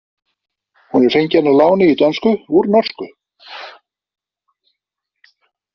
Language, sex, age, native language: Icelandic, male, 50-59, Icelandic